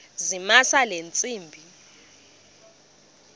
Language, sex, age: Xhosa, female, 22